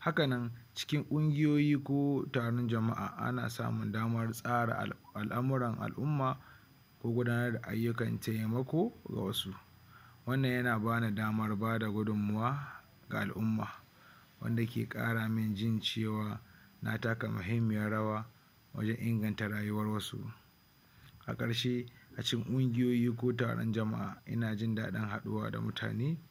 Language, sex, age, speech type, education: Hausa, male, 60+, spontaneous, tertiary